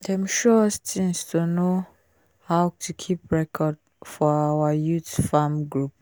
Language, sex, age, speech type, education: Nigerian Pidgin, female, 15-29, spontaneous, secondary